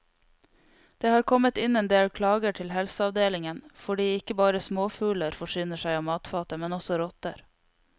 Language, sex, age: Norwegian, female, 22